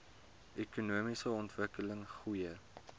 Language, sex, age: Afrikaans, male, 22